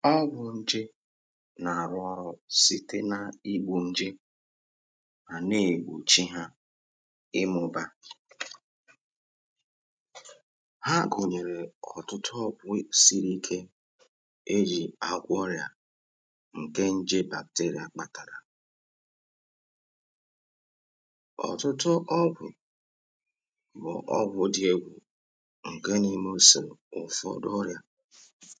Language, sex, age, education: Igbo, male, 46-60, tertiary